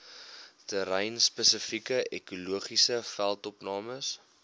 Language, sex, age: Afrikaans, male, 21